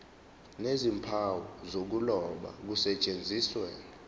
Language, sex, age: Zulu, male, 18